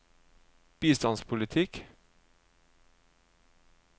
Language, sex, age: Norwegian, male, 36